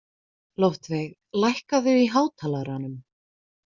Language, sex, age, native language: Icelandic, female, 20-29, Icelandic